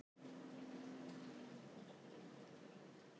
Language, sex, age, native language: Icelandic, female, 60-69, Icelandic